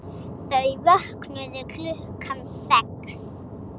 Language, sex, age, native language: Icelandic, female, 7, Icelandic